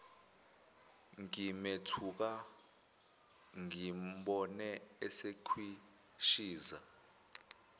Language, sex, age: Zulu, male, 21